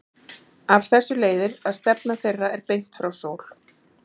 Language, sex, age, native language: Icelandic, female, 40-49, Icelandic